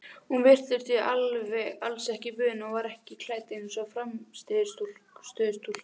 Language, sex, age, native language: Icelandic, female, 16, Icelandic